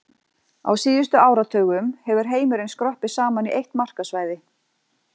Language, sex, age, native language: Icelandic, female, 40-49, Icelandic